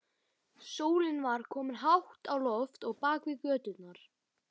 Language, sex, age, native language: Icelandic, male, 12, Icelandic